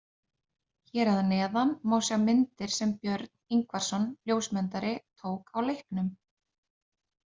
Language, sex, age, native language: Icelandic, female, 30-39, Icelandic